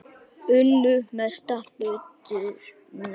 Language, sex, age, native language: Icelandic, male, 9, Icelandic